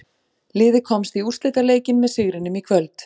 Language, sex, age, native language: Icelandic, female, 40-49, Icelandic